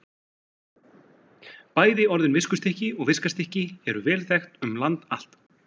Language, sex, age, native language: Icelandic, male, 40-49, Icelandic